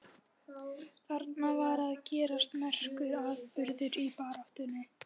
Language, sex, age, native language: Icelandic, female, 13, Icelandic